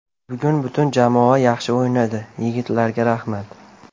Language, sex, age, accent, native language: Uzbek, male, 18-24, Namangan, Uzbek